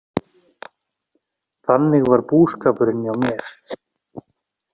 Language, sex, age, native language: Icelandic, male, 40-49, Icelandic